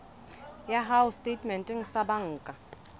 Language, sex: Southern Sotho, female